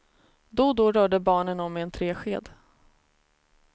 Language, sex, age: Swedish, female, 33